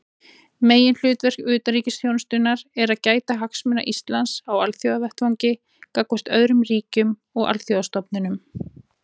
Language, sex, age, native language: Icelandic, female, 40-49, Icelandic